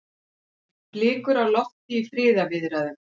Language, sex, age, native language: Icelandic, female, 40-49, Icelandic